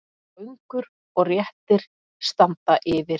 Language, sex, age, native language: Icelandic, female, 50-59, Icelandic